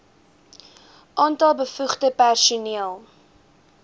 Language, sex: Afrikaans, female